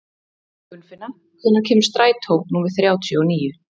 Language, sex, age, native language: Icelandic, female, 30-39, Icelandic